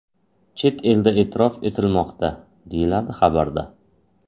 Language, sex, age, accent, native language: Uzbek, male, 25-34, Qashqadaryo, Uzbek